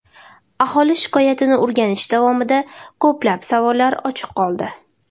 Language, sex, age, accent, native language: Uzbek, female, 19-29, Toshkent shahri, Uzbek